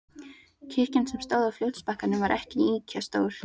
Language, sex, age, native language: Icelandic, female, 13, Icelandic